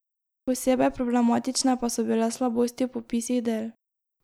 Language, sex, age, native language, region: Slovenian, female, 18-29, Slovenian, Drava region